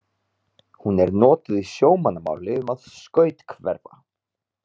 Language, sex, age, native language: Icelandic, male, 30-39, Icelandic